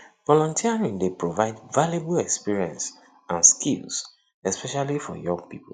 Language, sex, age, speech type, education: Nigerian Pidgin, male, 30-45, spontaneous, tertiary